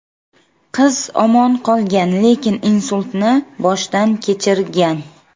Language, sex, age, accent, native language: Uzbek, female, 25-34, Samarqand, Uzbek